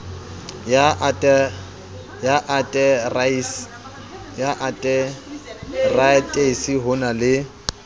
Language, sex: Southern Sotho, male